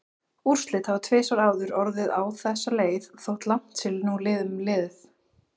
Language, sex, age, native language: Icelandic, female, 20-29, Icelandic